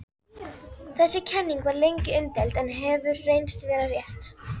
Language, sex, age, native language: Icelandic, female, 11, Icelandic